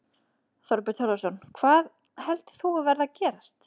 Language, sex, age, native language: Icelandic, female, 30-39, Icelandic